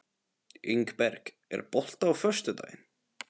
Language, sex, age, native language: Icelandic, male, 18-19, Polish